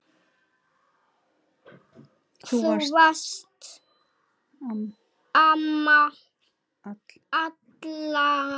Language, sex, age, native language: Icelandic, male, 7, Icelandic